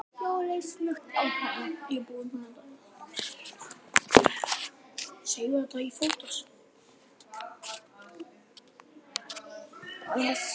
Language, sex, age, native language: Icelandic, male, 10, Icelandic